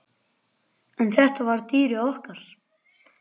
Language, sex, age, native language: Icelandic, male, 10, Icelandic